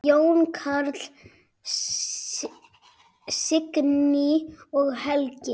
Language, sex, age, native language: Icelandic, male, 7, Icelandic